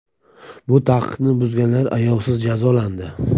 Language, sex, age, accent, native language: Uzbek, male, 25-34, Samarqand, Uzbek